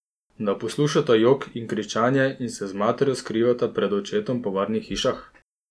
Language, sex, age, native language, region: Slovenian, male, 30-49, Slovenian, Posavska region